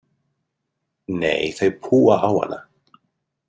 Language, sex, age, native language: Icelandic, male, 30-39, Icelandic